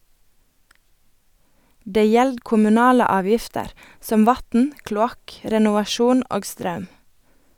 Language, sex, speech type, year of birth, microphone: Norwegian, female, read, 1989, Sennheiser